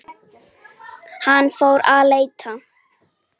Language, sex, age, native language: Icelandic, female, 8, Icelandic